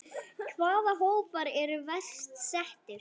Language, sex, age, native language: Icelandic, male, 8, Icelandic